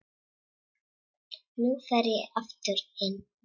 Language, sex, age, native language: Icelandic, female, 7, Czech